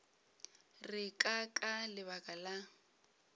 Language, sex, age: Northern Sotho, female, 22